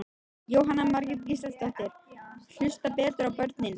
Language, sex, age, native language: Icelandic, female, 13, Icelandic